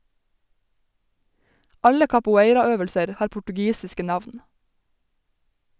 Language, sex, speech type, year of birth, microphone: Norwegian, female, read, 1990, Sennheiser